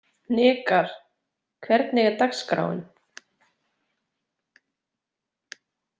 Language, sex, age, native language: Icelandic, female, 20-29, Icelandic